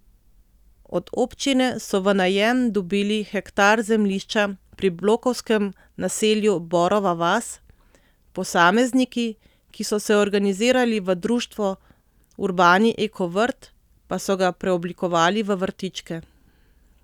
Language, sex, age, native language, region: Slovenian, female, 30-49, Slovenian, Central Slovenia